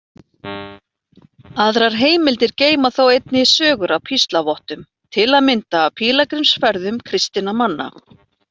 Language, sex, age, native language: Icelandic, female, 40-49, Icelandic